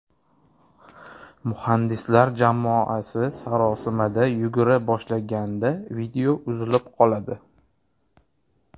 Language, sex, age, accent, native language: Uzbek, male, 30-39, Toshkent shahri, Uzbek